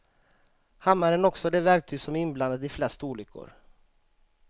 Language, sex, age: Swedish, male, 35